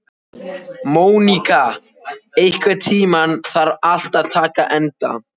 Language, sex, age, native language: Icelandic, male, 14, Icelandic